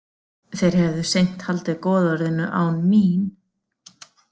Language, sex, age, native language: Icelandic, female, 40-49, Icelandic